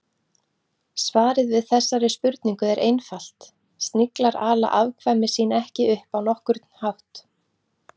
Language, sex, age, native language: Icelandic, female, 40-49, Icelandic